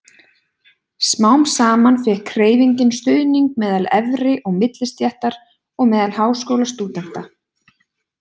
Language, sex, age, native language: Icelandic, female, 20-29, Icelandic